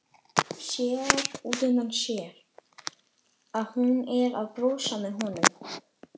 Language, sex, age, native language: Icelandic, female, 11, Icelandic